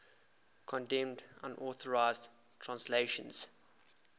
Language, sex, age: English, male, 24